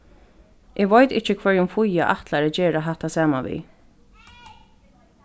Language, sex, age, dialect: Faroese, female, 15-35, Norðurstreymoy/Eysturoy